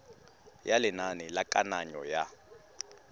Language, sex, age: Tswana, male, 19